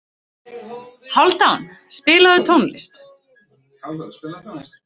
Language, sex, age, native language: Icelandic, female, 30-39, Icelandic